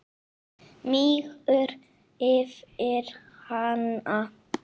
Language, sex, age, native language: Icelandic, female, 9, Icelandic